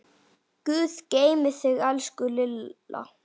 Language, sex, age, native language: Icelandic, male, 9, Icelandic